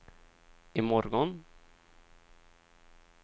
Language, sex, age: Swedish, male, 23